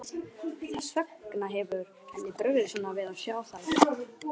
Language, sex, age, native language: Icelandic, male, 11, Icelandic